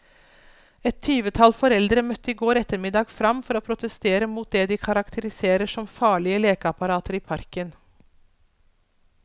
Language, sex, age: Norwegian, female, 42